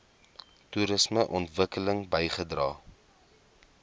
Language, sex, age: Afrikaans, male, 21